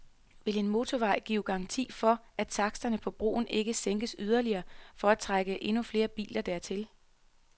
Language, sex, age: Danish, female, 33